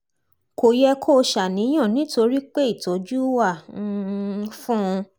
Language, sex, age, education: Yoruba, female, 30-45, tertiary